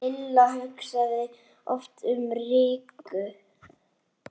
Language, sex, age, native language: Icelandic, male, 8, Icelandic